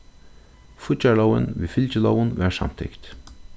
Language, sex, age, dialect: Faroese, male, 36-60, Suðurstreymoy